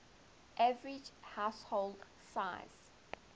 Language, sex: English, female